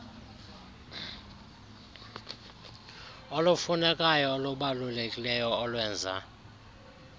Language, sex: Xhosa, male